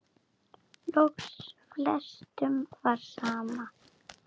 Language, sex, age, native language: Icelandic, female, 7, Icelandic